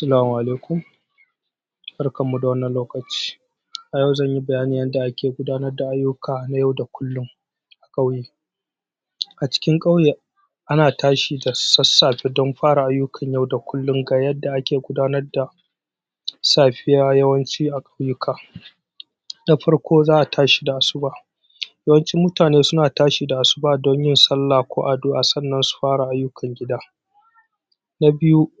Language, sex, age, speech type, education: Hausa, male, 30-45, spontaneous, tertiary